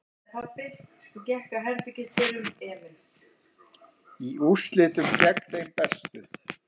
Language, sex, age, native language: Icelandic, male, 50-59, Icelandic